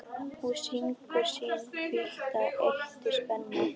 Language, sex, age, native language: Icelandic, female, 11, Icelandic